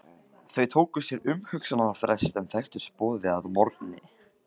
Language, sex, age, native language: Icelandic, male, 15, Icelandic